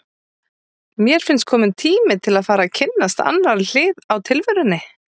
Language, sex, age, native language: Icelandic, female, 30-39, Icelandic